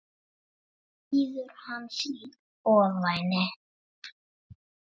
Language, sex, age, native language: Icelandic, male, 7, Icelandic